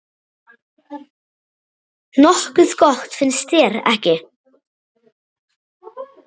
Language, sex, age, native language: Icelandic, male, 7, Icelandic